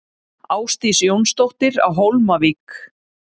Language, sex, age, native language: Icelandic, female, 30-39, Icelandic